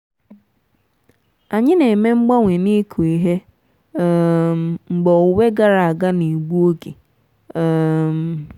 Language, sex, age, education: Igbo, female, 15-29, tertiary